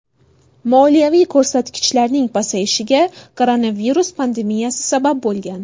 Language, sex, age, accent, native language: Uzbek, female, 18-24, Buxoro, Uzbek